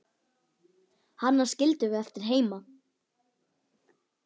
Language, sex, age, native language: Icelandic, female, 10, Icelandic